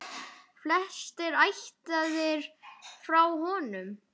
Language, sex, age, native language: Icelandic, male, 9, Icelandic